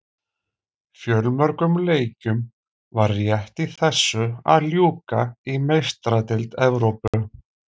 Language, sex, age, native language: Icelandic, male, 40-49, Icelandic